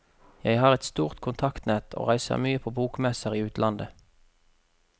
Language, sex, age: Norwegian, male, 33